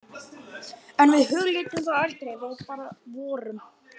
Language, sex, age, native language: Icelandic, male, 12, Icelandic